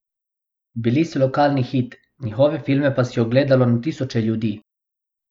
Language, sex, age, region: Slovenian, male, 18-29, Abroad